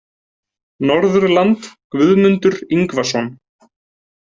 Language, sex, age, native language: Icelandic, male, 20-29, Icelandic